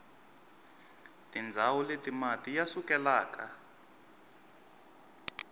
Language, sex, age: Tsonga, male, 23